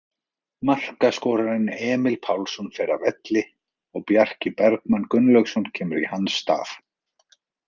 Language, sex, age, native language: Icelandic, male, 40-49, Icelandic